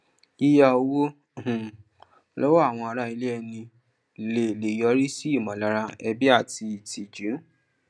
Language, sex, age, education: Yoruba, male, 30-45, tertiary